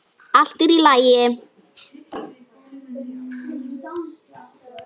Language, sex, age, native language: Icelandic, female, 9, Icelandic